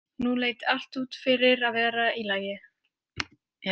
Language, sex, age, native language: Icelandic, female, 18-19, French